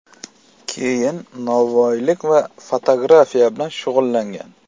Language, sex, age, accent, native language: Uzbek, male, 25-34, Sirdaryo, Uzbek